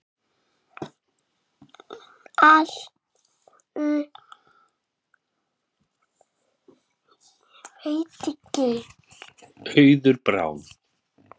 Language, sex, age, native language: Icelandic, male, 5, Icelandic